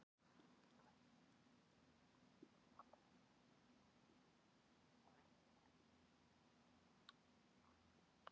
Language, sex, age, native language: Icelandic, male, 40-49, Icelandic